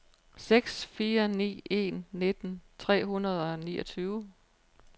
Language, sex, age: Danish, female, 43